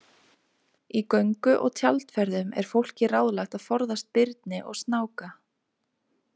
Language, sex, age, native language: Icelandic, female, 20-29, Icelandic